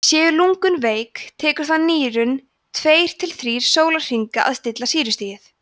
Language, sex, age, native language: Icelandic, female, 20-29, Icelandic